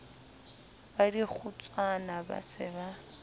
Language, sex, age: Southern Sotho, female, 25